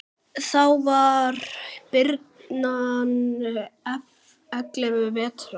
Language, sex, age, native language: Icelandic, male, 9, Icelandic